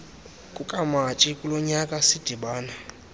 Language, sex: Xhosa, male